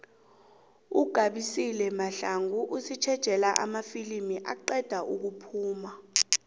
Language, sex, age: South Ndebele, female, 26